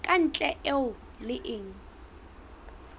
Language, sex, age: Southern Sotho, female, 20